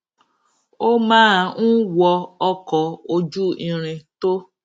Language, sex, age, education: Yoruba, female, 46-60, tertiary